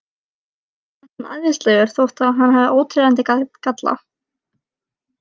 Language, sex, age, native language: Icelandic, male, 18-19, Icelandic